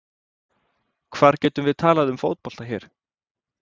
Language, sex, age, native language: Icelandic, male, 20-29, Icelandic